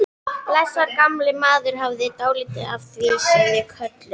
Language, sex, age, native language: Icelandic, female, 13, Icelandic